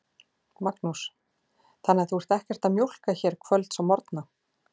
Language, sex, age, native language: Icelandic, female, 40-49, Icelandic